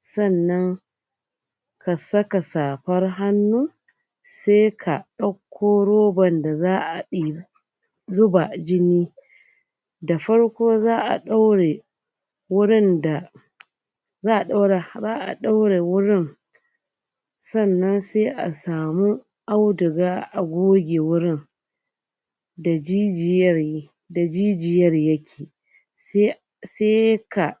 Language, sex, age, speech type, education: Hausa, female, 30-45, spontaneous, tertiary